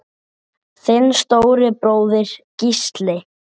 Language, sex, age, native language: Icelandic, male, 8, Icelandic